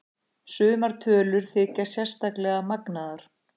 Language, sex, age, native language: Icelandic, female, 18-19, Icelandic